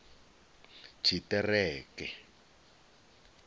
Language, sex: Venda, male